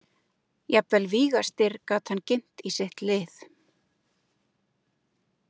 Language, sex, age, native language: Icelandic, female, 30-39, Icelandic